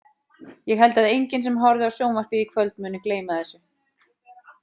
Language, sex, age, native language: Icelandic, female, 40-49, Icelandic